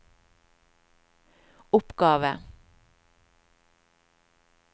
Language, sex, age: Norwegian, female, 50